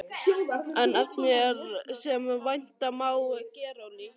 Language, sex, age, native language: Icelandic, male, 11, Icelandic